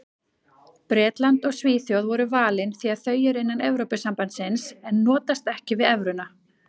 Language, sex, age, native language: Icelandic, female, 40-49, Icelandic